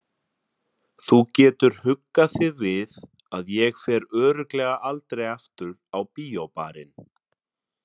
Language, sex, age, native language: Icelandic, male, 30-39, Icelandic